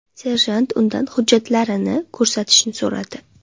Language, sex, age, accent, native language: Uzbek, female, 19-29, Namangan, Uzbek